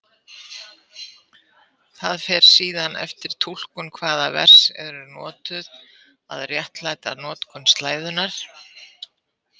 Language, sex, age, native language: Icelandic, female, 70-79, Icelandic